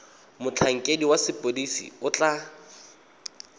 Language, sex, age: Tswana, male, 22